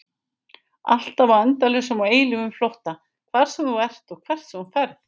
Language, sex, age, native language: Icelandic, female, 50-59, Icelandic